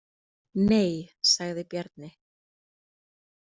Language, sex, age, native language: Icelandic, female, 30-39, Icelandic